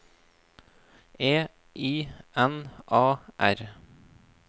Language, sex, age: Norwegian, male, 26